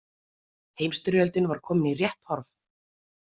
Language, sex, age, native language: Icelandic, female, 30-39, Icelandic